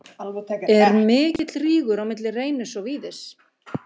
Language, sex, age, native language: Icelandic, female, 50-59, Icelandic